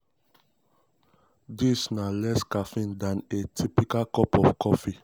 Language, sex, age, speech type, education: Nigerian Pidgin, male, 15-29, spontaneous, tertiary